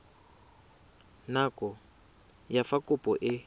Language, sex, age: Tswana, male, 20